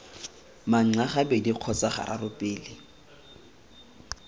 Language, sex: Tswana, male